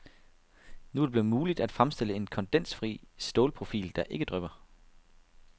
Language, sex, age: Danish, male, 32